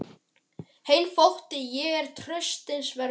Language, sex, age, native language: Icelandic, male, 12, Icelandic